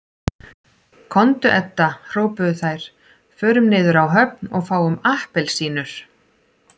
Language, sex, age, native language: Icelandic, female, 40-49, Icelandic